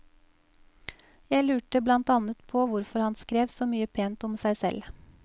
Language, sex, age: Norwegian, female, 28